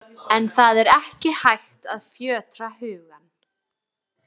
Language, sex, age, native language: Icelandic, female, 20-29, Icelandic